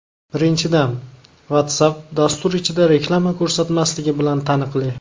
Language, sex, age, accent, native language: Uzbek, male, 19-29, Namangan, Uzbek